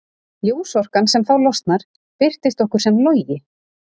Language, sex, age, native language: Icelandic, female, 30-39, Icelandic